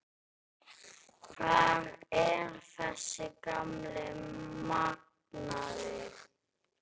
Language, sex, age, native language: Icelandic, male, 10, Icelandic